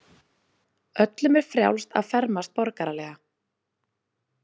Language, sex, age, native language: Icelandic, female, 20-29, Icelandic